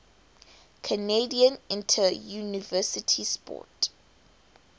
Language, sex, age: English, female, 18